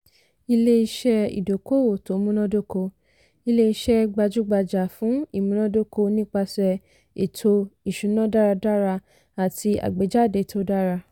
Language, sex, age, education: Yoruba, female, 15-29, tertiary